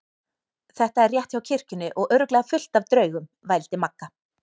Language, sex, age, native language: Icelandic, female, 18-19, Icelandic